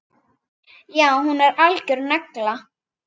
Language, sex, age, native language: Icelandic, female, 9, Icelandic